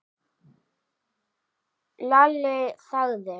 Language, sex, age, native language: Icelandic, female, 9, Icelandic